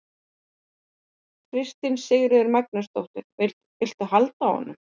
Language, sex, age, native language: Icelandic, female, 50-59, Icelandic